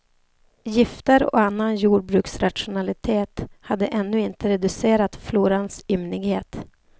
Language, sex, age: Swedish, female, 28